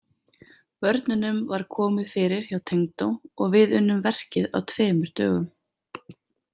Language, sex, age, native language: Icelandic, female, 30-39, Icelandic